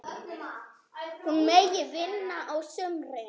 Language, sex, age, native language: Icelandic, male, 10, Icelandic